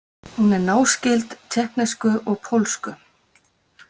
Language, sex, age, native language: Icelandic, female, 50-59, Icelandic